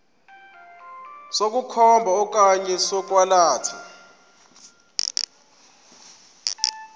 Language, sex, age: Xhosa, male, 24